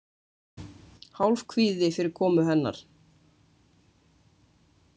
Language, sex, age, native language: Icelandic, female, 20-29, Icelandic